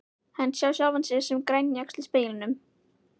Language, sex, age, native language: Icelandic, female, 11, Icelandic